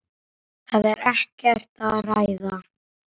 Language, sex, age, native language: Icelandic, male, 8, Icelandic